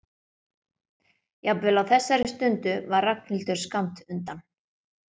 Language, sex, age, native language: Icelandic, female, 50-59, Icelandic